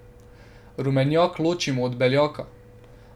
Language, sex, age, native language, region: Slovenian, male, 12-17, Slovenian, Drava region